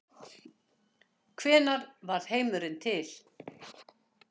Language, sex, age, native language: Icelandic, female, 60-69, Icelandic